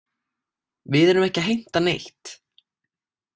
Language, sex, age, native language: Icelandic, male, 18-19, Icelandic